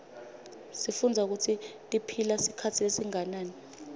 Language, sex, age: Swati, female, 25